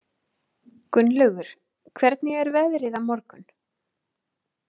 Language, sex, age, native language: Icelandic, female, 30-39, Icelandic